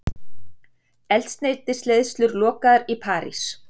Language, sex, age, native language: Icelandic, female, 40-49, Icelandic